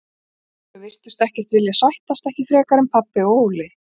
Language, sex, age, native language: Icelandic, female, 40-49, Icelandic